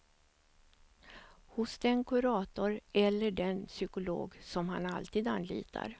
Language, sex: Swedish, female